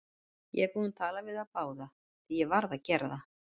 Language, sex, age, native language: Icelandic, female, 40-49, Icelandic